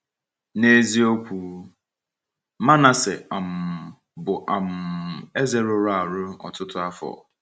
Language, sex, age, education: Igbo, male, 15-29, tertiary